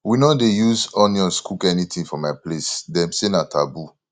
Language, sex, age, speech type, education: Nigerian Pidgin, male, 15-29, spontaneous, tertiary